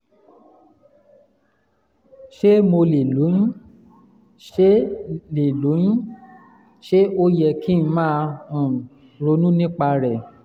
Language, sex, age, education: Yoruba, male, 15-29, tertiary